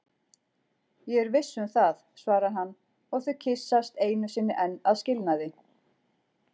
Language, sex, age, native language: Icelandic, female, 40-49, Icelandic